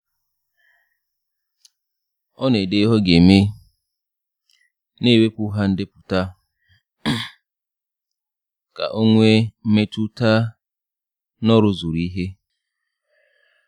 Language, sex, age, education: Igbo, male, 30-45, tertiary